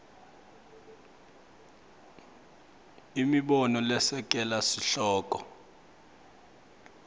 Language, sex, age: Swati, male, 25